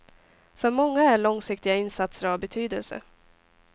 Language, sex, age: Swedish, female, 18